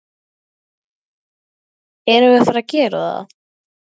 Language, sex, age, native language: Icelandic, female, 12, Icelandic